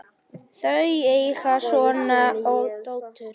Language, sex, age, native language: Icelandic, male, 10, Icelandic